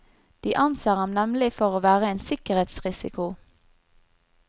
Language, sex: Norwegian, female